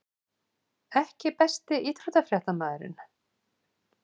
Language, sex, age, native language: Icelandic, female, 40-49, Icelandic